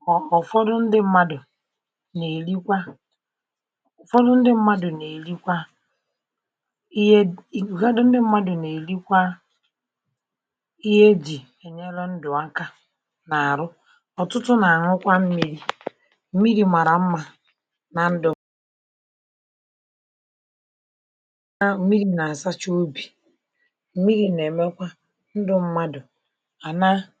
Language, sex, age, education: Igbo, male, 60+, tertiary